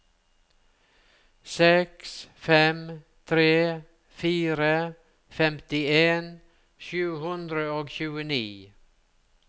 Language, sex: Norwegian, male